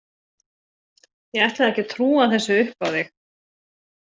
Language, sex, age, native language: Icelandic, female, 40-49, Icelandic